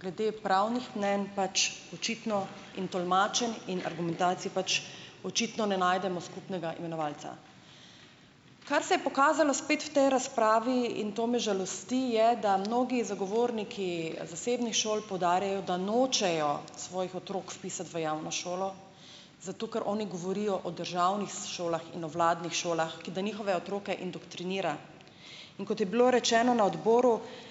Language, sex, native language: Slovenian, female, Slovenian